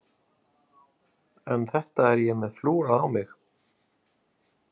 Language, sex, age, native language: Icelandic, male, 50-59, Icelandic